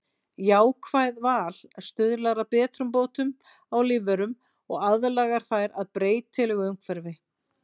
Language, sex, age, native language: Icelandic, female, 40-49, Icelandic